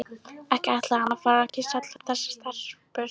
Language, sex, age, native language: Icelandic, female, 11, Polish